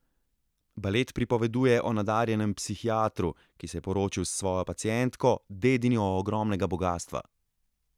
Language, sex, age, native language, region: Slovenian, male, 30-49, Slovenian, Central Slovenia